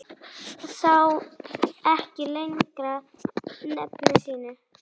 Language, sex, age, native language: Icelandic, female, 10, Icelandic